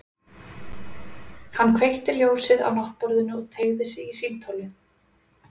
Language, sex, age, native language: Icelandic, female, 20-29, Icelandic